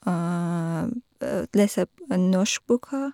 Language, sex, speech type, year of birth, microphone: Norwegian, female, spontaneous, 1985, Shure